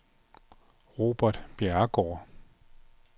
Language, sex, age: Danish, male, 46